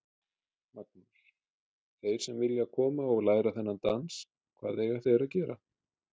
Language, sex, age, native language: Icelandic, male, 30-39, Icelandic